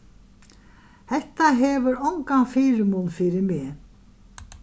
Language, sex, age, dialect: Faroese, female, 61+, Vágar